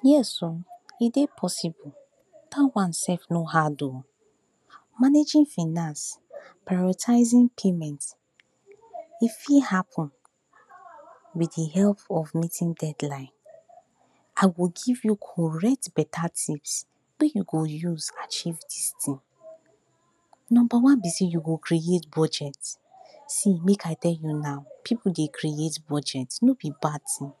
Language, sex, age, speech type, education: Nigerian Pidgin, female, 46-60, spontaneous, tertiary